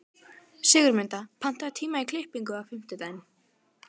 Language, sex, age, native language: Icelandic, female, 12, Icelandic